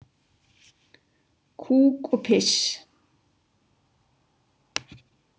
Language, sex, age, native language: Icelandic, female, 60-69, Icelandic